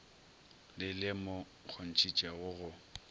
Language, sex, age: Northern Sotho, male, 22